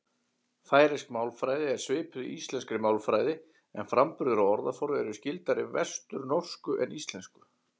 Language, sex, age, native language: Icelandic, male, 40-49, Icelandic